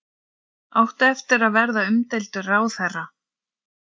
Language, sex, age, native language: Icelandic, female, 40-49, Icelandic